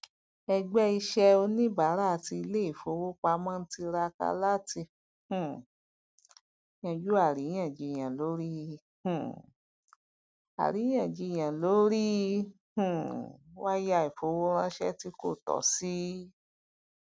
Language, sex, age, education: Yoruba, female, 46-60, tertiary